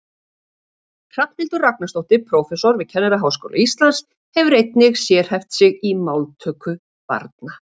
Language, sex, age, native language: Icelandic, female, 40-49, Icelandic